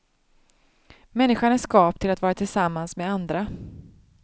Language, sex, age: Swedish, female, 31